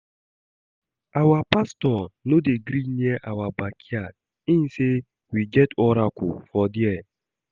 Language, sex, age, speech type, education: Nigerian Pidgin, male, 15-29, read, secondary